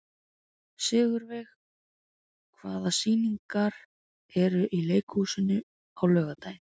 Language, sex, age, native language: Icelandic, female, 20-29, Icelandic